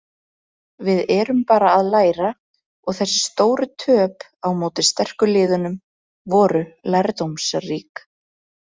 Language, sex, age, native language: Icelandic, female, 30-39, Icelandic